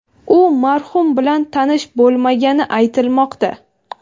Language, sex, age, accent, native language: Uzbek, female, 18-24, Navoiy, Uzbek